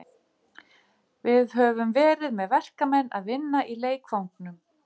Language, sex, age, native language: Icelandic, female, 50-59, Icelandic